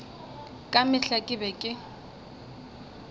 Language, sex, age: Northern Sotho, female, 20